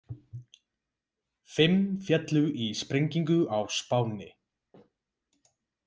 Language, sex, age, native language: Icelandic, male, 20-29, Icelandic